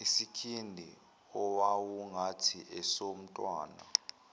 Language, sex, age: Zulu, male, 21